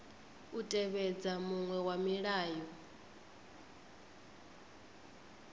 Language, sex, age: Venda, female, 25